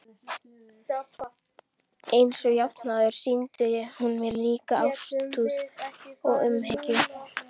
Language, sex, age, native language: Icelandic, female, 12, Icelandic